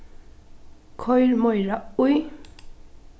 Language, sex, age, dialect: Faroese, female, 15-35, Norðuroyggjar